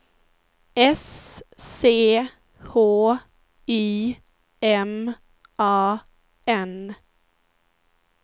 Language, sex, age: Swedish, female, 19